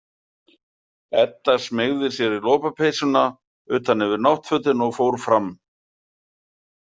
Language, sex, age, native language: Icelandic, male, 40-49, Icelandic